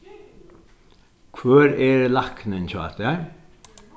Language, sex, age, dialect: Faroese, male, 61+, Sandoy